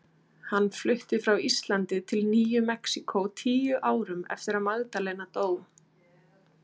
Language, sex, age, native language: Icelandic, female, 30-39, Icelandic